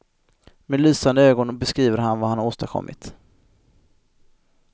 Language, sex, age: Swedish, male, 25